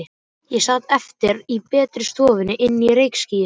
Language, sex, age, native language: Icelandic, male, 12, Icelandic